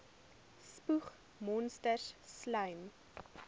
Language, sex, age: Afrikaans, female, 20